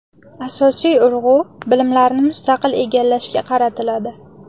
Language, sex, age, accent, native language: Uzbek, female, 18-24, Samarqand, Uzbek